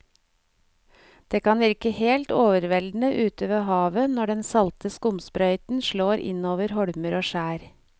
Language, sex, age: Norwegian, female, 49